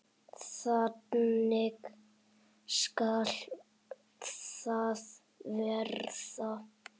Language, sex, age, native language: Icelandic, male, 7, Icelandic